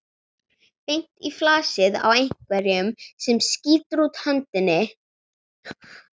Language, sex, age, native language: Icelandic, female, 40-49, Icelandic